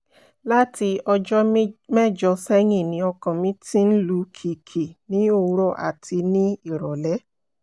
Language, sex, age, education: Yoruba, female, 30-45, tertiary